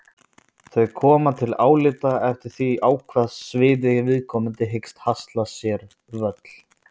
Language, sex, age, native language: Icelandic, male, 20-29, Icelandic